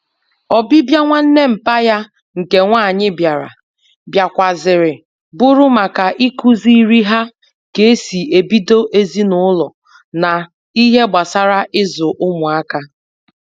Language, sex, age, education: Igbo, female, 30-45, tertiary